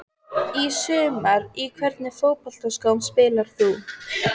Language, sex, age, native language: Icelandic, female, 14, Icelandic